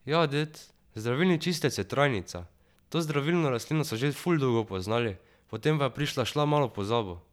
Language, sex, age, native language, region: Slovenian, male, 12-17, Slovenian, Drava region